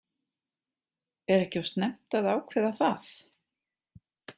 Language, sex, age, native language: Icelandic, female, 40-49, Icelandic